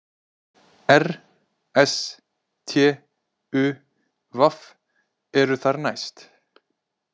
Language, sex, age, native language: Icelandic, male, 20-29, Icelandic